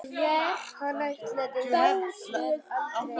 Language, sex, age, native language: Icelandic, female, 9, Icelandic